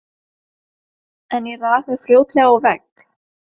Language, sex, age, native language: Icelandic, female, 20-29, Norwegian